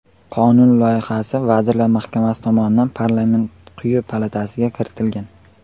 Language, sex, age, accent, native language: Uzbek, male, 18-24, Qashqadaryo, Uzbek